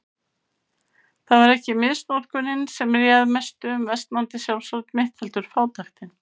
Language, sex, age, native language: Icelandic, female, 50-59, Icelandic